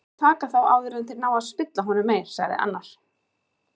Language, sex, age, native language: Icelandic, female, 30-39, Icelandic